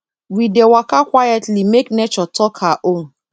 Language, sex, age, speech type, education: Nigerian Pidgin, female, 30-45, spontaneous, tertiary